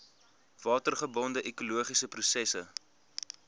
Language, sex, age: Afrikaans, male, 22